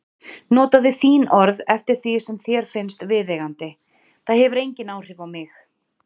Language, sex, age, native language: Icelandic, female, 30-39, Icelandic